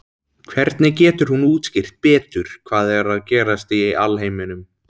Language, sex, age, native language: Icelandic, male, 17, Icelandic